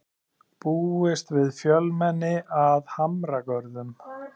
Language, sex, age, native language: Icelandic, male, 30-39, Icelandic